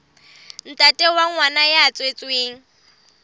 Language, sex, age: Southern Sotho, female, 25